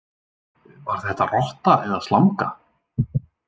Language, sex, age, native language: Icelandic, male, 20-29, Icelandic